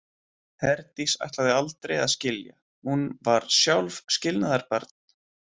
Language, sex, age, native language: Icelandic, male, 20-29, Icelandic